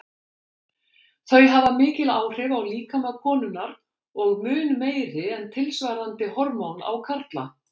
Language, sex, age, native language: Icelandic, female, 60-69, Icelandic